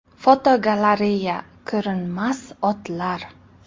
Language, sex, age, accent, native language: Uzbek, female, 18-24, Qashqadaryo, Uzbek